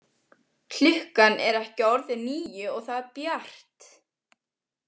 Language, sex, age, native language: Icelandic, female, 18-19, Icelandic